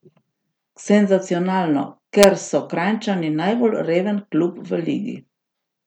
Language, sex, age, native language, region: Slovenian, female, 60+, Slovenian, Gorica region